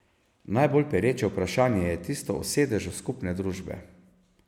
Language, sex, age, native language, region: Slovenian, male, 50-59, Slovenian, Savinja region